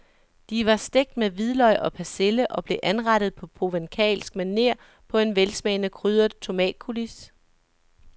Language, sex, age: Danish, male, 37